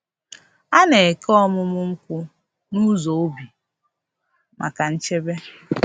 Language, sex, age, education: Igbo, female, 15-29, tertiary